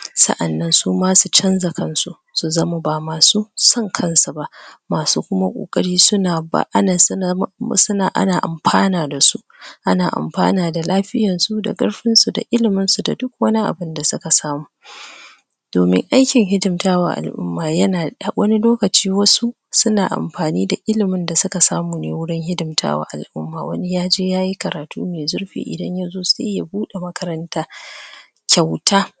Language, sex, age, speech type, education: Hausa, female, 30-45, spontaneous, tertiary